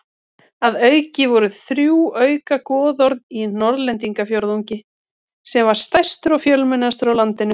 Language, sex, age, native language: Icelandic, female, 30-39, Icelandic